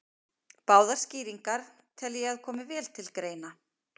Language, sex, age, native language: Icelandic, female, 50-59, Icelandic